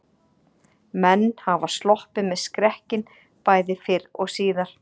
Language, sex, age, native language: Icelandic, female, 40-49, Icelandic